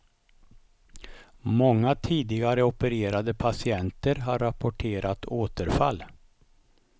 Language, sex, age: Swedish, male, 55